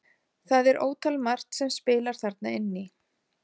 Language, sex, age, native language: Icelandic, female, 40-49, Icelandic